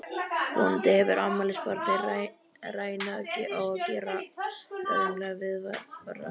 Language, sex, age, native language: Icelandic, male, 11, Icelandic